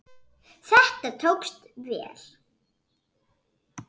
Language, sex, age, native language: Icelandic, female, 7, Icelandic